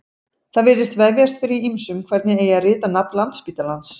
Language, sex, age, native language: Icelandic, female, 40-49, Icelandic